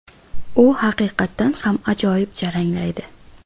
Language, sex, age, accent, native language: Uzbek, female, 18-24, Buxoro, Uzbek